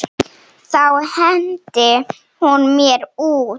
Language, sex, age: Icelandic, female, 7